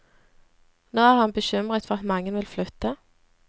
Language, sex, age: Norwegian, female, 26